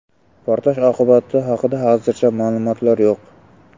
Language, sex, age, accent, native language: Uzbek, male, 12-17, Samarqand, Uzbek